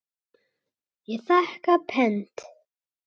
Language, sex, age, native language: Icelandic, male, 8, Icelandic